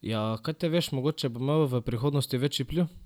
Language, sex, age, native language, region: Slovenian, male, 12-17, Slovenian, Drava region